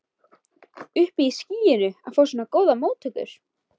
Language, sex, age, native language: Icelandic, female, 12, Icelandic